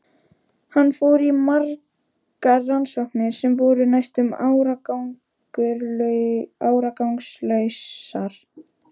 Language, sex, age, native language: Icelandic, female, 13, Icelandic